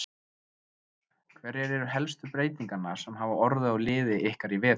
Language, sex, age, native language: Icelandic, male, 20-29, Icelandic